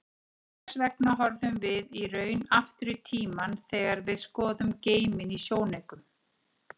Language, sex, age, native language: Icelandic, female, 40-49, Icelandic